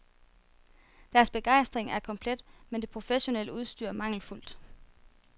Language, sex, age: Danish, female, 24